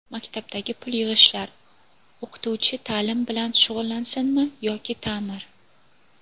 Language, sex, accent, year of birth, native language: Uzbek, female, Toshkent viloyati, 2000, Uzbek